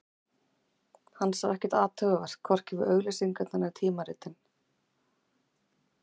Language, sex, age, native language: Icelandic, female, 40-49, Icelandic